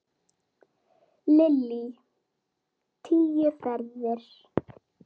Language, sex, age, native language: Icelandic, female, 8, Icelandic